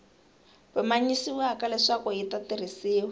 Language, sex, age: Tsonga, female, 20